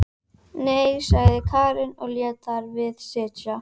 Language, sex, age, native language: Icelandic, female, 11, Icelandic